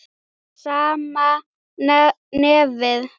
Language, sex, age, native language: Icelandic, female, 8, Icelandic